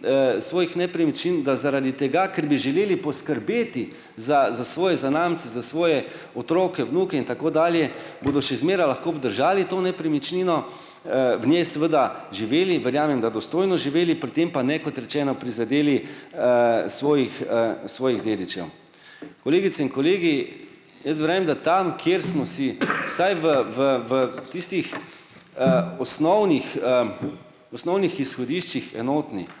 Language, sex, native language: Slovenian, male, Slovenian